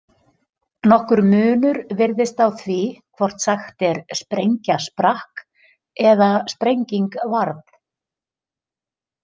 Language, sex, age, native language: Icelandic, female, 50-59, Icelandic